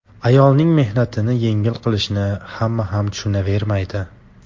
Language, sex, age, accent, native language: Uzbek, male, 18-24, Farg'ona, Tajik